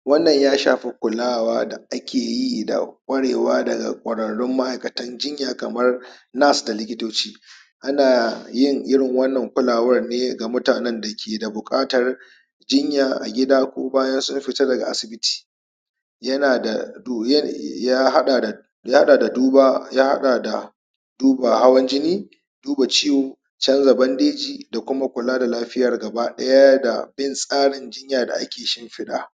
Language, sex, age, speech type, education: Hausa, male, 30-45, spontaneous, tertiary